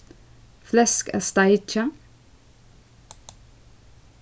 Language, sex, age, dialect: Faroese, female, 15-35, Suðurstreymoy